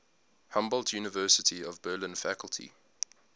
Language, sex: English, male